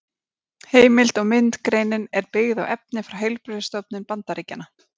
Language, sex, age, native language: Icelandic, female, 30-39, Icelandic